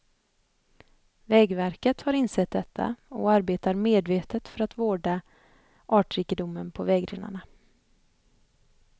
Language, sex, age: Swedish, female, 25